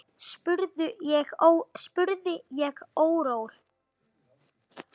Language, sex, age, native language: Icelandic, male, 9, Icelandic